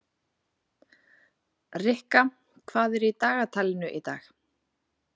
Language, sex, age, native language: Icelandic, female, 40-49, Icelandic